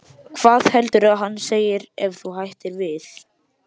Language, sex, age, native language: Icelandic, male, 12, Icelandic